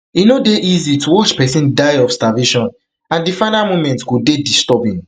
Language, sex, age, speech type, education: Nigerian Pidgin, male, 15-29, spontaneous, tertiary